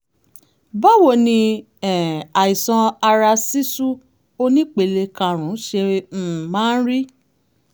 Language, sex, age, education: Yoruba, female, 30-45, tertiary